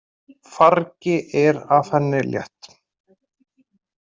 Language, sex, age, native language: Icelandic, male, 30-39, Icelandic